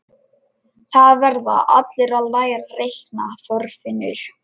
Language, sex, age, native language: Icelandic, male, 11, Lithuanian